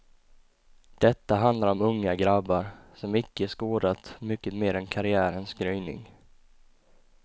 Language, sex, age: Swedish, male, 20